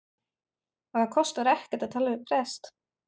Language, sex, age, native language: Icelandic, female, 30-39, German